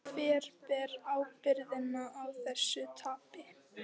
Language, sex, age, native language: Icelandic, female, 13, Icelandic